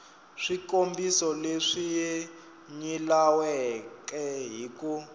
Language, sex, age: Tsonga, male, 25